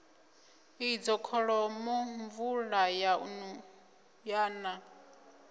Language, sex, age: Venda, female, 25